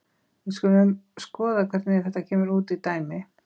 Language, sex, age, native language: Icelandic, female, 20-29, Icelandic